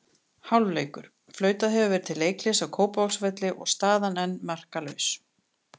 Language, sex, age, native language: Icelandic, female, 30-39, Icelandic